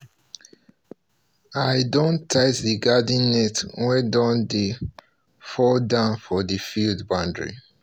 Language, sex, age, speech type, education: Nigerian Pidgin, male, 30-45, spontaneous, tertiary